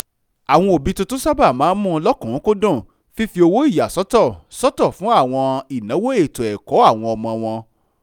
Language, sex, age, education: Yoruba, male, 15-29, tertiary